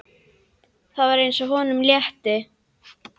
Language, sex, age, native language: Icelandic, female, 11, Icelandic